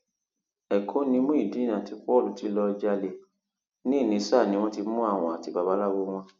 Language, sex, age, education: Yoruba, male, 46-60, tertiary